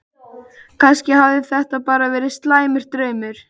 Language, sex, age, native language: Icelandic, male, 12, Icelandic